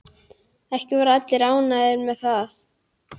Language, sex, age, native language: Icelandic, female, 11, Icelandic